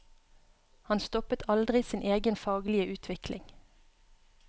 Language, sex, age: Norwegian, female, 31